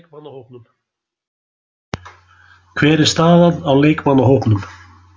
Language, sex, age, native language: Icelandic, male, 60-69, Icelandic